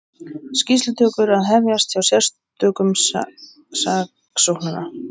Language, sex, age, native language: Icelandic, male, 20-29, Icelandic